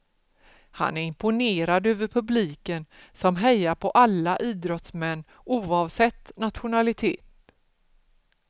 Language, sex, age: Swedish, female, 47